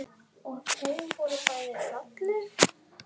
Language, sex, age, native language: Icelandic, female, 7, Icelandic